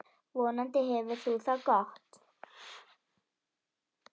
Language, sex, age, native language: Icelandic, female, 10, Icelandic